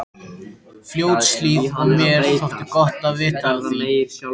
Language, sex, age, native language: Icelandic, male, 13, Icelandic